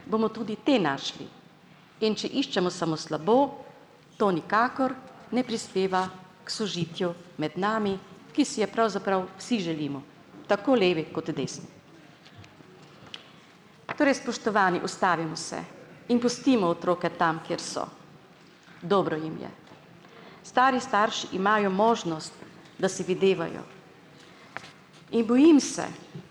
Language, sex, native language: Slovenian, female, Slovenian